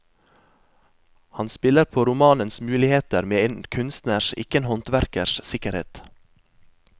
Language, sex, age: Norwegian, male, 23